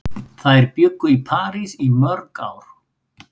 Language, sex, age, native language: Icelandic, female, 8, Icelandic